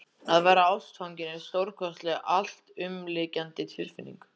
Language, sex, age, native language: Icelandic, other, 14, Icelandic